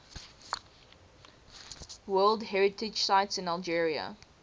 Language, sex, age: English, female, 18